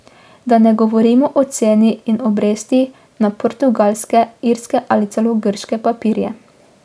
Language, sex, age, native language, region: Slovenian, female, 18-29, Slovenian, Drava region